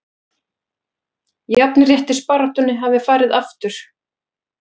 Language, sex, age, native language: Icelandic, female, 40-49, Icelandic